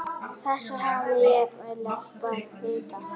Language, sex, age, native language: Icelandic, female, 9, Icelandic